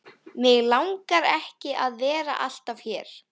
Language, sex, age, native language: Icelandic, female, 11, Icelandic